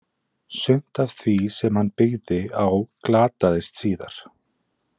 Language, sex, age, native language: Icelandic, male, 20-29, Icelandic